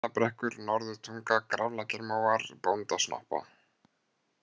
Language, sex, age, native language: Icelandic, male, 30-39, Icelandic